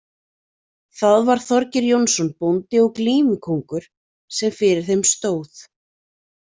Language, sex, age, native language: Icelandic, female, 40-49, Icelandic